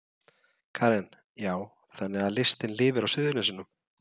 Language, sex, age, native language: Icelandic, male, 30-39, Icelandic